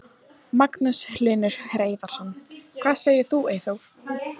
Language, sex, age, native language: Icelandic, female, 12, Icelandic